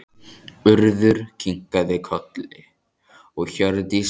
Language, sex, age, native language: Icelandic, male, 14, Icelandic